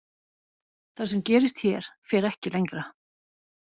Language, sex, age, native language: Icelandic, female, 40-49, Icelandic